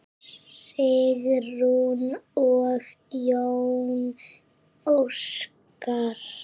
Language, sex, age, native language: Icelandic, female, 7, Icelandic